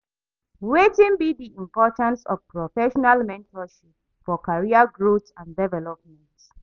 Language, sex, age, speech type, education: Nigerian Pidgin, female, 30-45, read, tertiary